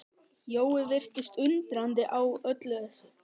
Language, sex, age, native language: Icelandic, male, 11, Icelandic